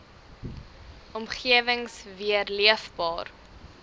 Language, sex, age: Afrikaans, female, 23